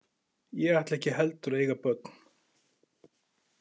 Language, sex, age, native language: Icelandic, male, 40-49, Icelandic